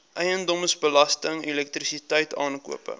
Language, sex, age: Afrikaans, male, 22